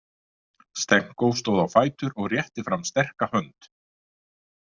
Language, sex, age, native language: Icelandic, male, 50-59, Icelandic